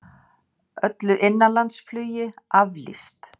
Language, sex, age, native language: Icelandic, female, 60-69, Icelandic